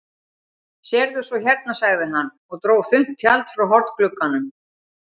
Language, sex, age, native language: Icelandic, female, 60-69, Icelandic